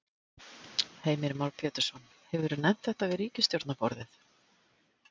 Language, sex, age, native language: Icelandic, female, 50-59, Icelandic